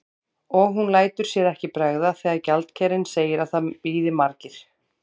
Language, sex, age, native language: Icelandic, female, 30-39, Icelandic